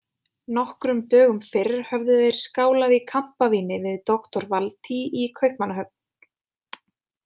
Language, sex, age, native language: Icelandic, female, 20-29, Icelandic